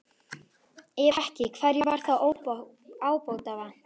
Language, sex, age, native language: Icelandic, female, 12, Icelandic